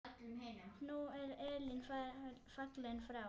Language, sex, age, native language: Icelandic, female, 9, Icelandic